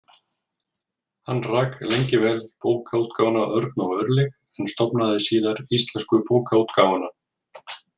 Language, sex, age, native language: Icelandic, male, 40-49, Icelandic